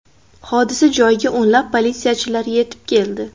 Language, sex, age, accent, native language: Uzbek, female, 18-24, Andijon, Uzbek